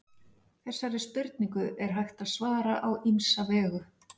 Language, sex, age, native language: Icelandic, female, 40-49, Icelandic